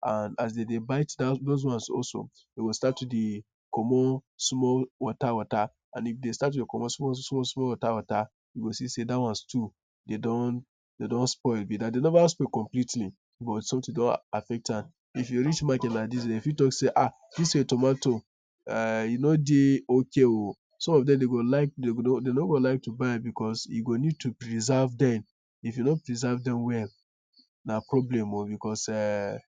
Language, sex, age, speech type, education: Nigerian Pidgin, male, 15-29, spontaneous, tertiary